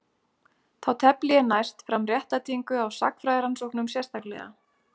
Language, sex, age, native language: Icelandic, female, 30-39, Icelandic